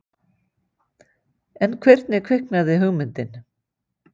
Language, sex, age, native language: Icelandic, female, 50-59, Icelandic